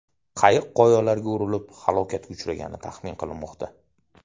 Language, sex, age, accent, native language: Uzbek, male, 25-34, Toshkent shahri, Uzbek